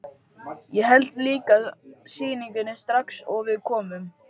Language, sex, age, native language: Icelandic, male, 13, Icelandic